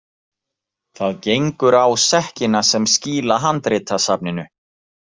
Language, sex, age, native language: Icelandic, male, 40-49, Icelandic